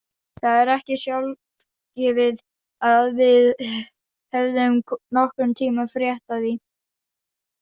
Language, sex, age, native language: Icelandic, female, 40-49, Icelandic